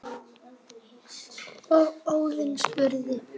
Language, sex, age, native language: Icelandic, male, 8, Icelandic